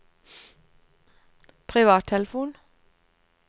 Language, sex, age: Norwegian, female, 59